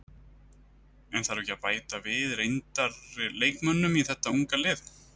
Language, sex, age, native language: Icelandic, male, 30-39, Icelandic